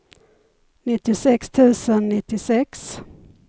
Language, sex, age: Swedish, female, 51